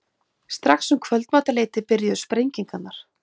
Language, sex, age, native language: Icelandic, female, 40-49, Icelandic